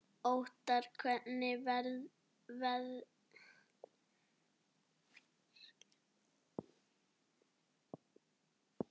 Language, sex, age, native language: Icelandic, female, 40-49, Icelandic